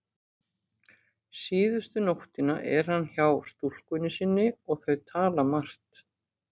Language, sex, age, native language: Icelandic, female, 50-59, Icelandic